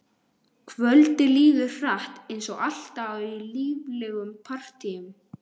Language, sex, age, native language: Icelandic, male, 12, Icelandic